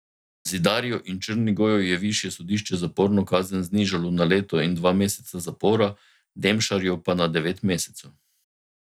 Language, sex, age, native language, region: Slovenian, male, 50-59, Slovenian, Drava region